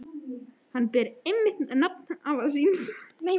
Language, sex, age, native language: Icelandic, female, 13, Icelandic